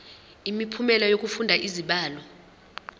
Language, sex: Zulu, female